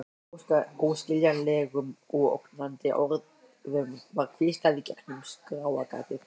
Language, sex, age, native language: Icelandic, male, 13, Icelandic